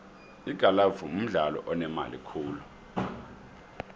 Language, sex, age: South Ndebele, male, 23